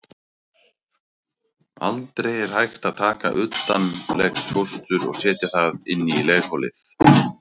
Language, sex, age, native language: Icelandic, male, 30-39, Icelandic